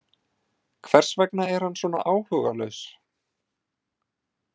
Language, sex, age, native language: Icelandic, male, 20-29, Icelandic